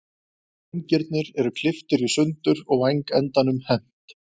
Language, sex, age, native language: Icelandic, male, 20-29, Icelandic